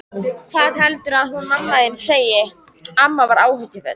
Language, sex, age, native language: Icelandic, female, 13, Icelandic